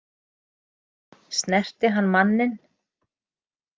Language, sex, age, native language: Icelandic, female, 50-59, Icelandic